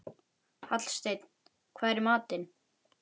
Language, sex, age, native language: Icelandic, male, 11, Icelandic